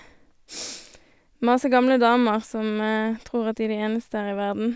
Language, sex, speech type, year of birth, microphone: Norwegian, female, spontaneous, 1988, Sennheiser